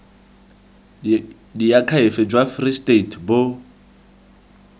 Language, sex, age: Tswana, male, 20